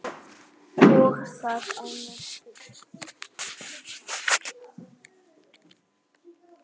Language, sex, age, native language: Icelandic, male, 10, Icelandic